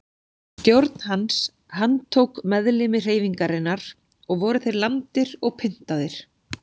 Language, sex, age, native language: Icelandic, female, 40-49, Icelandic